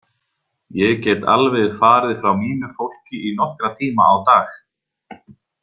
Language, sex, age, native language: Icelandic, male, 40-49, Icelandic